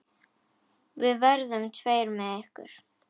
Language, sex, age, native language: Icelandic, female, 10, Icelandic